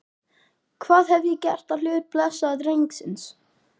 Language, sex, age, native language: Icelandic, male, 12, Icelandic